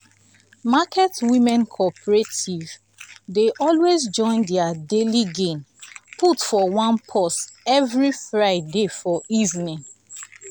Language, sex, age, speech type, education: Nigerian Pidgin, female, 15-29, spontaneous, tertiary